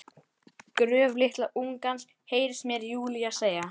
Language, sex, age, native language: Icelandic, male, 11, Icelandic